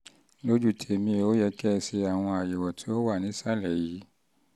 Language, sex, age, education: Yoruba, male, 30-45, tertiary